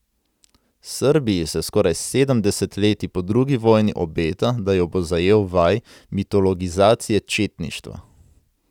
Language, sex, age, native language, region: Slovenian, male, 18-29, Slovenian, Central Slovenia